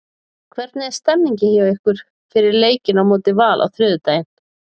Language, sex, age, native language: Icelandic, female, 40-49, Icelandic